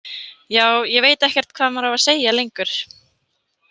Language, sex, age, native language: Icelandic, female, 18-19, Icelandic